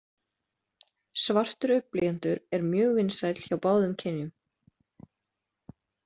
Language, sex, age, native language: Icelandic, female, 20-29, Icelandic